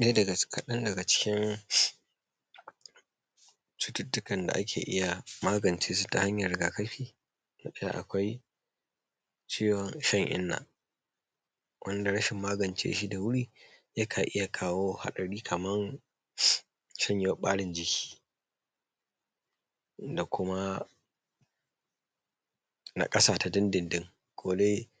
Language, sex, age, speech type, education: Hausa, male, 30-45, spontaneous, secondary